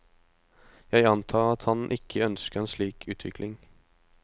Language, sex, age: Norwegian, male, 25